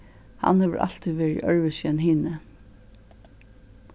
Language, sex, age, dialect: Faroese, female, 61+, Suðurstreymoy